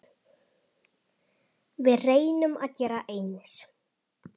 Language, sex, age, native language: Icelandic, male, 10, Icelandic